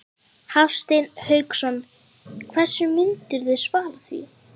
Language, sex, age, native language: Icelandic, female, 11, Icelandic